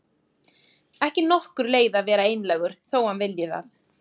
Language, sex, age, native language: Icelandic, female, 30-39, Icelandic